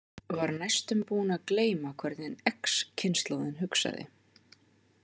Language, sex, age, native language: Icelandic, female, 50-59, Icelandic